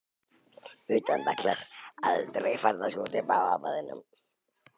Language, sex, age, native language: Icelandic, male, 10, Icelandic